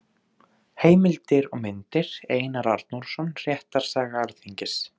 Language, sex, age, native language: Icelandic, male, 18-19, Icelandic